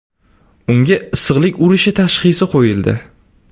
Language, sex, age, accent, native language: Uzbek, male, 18-24, Surxondaryo, Uzbek